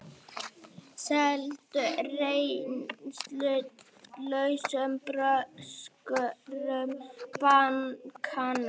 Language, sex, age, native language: Icelandic, female, 30-39, Icelandic